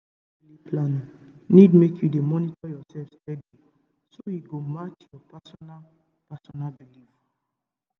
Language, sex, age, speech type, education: Nigerian Pidgin, female, 15-29, spontaneous, tertiary